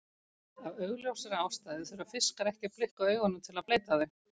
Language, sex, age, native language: Icelandic, female, 50-59, Icelandic